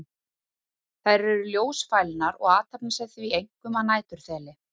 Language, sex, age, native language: Icelandic, female, 30-39, Icelandic